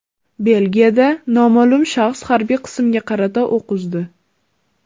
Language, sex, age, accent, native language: Uzbek, female, under 19, Farg'ona, Uzbek